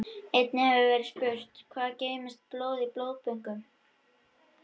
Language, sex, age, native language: Icelandic, male, 21, Icelandic